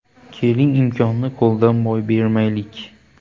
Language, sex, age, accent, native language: Uzbek, male, 18-24, Qoraqalpog'iston, Uzbek